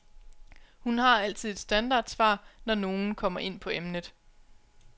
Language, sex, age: Danish, female, 29